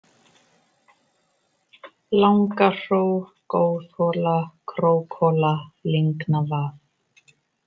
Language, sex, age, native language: Icelandic, female, 30-39, Icelandic